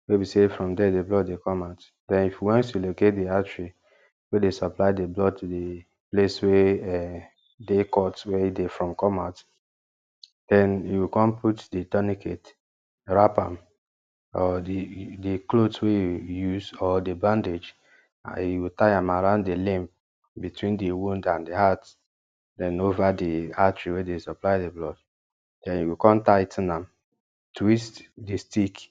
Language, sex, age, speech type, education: Nigerian Pidgin, male, 15-29, spontaneous, tertiary